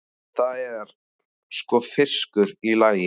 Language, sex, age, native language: Icelandic, male, 14, Icelandic